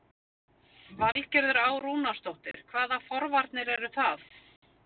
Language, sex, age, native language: Icelandic, female, 50-59, Icelandic